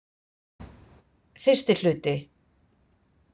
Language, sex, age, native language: Icelandic, female, 50-59, Icelandic